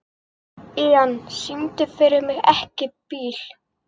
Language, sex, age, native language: Icelandic, female, 50-59, Icelandic